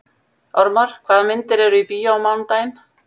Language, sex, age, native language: Icelandic, female, 50-59, Icelandic